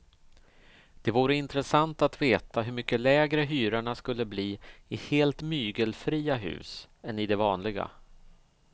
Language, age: Swedish, 38